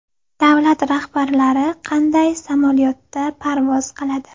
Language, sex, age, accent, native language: Uzbek, female, 18-24, Navoiy, Uzbek